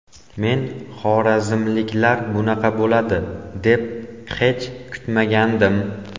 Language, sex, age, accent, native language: Uzbek, male, 18-24, Andijon, Uzbek